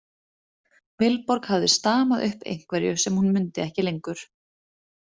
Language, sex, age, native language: Icelandic, female, 30-39, Icelandic